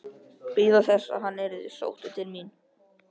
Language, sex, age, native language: Icelandic, male, 13, Icelandic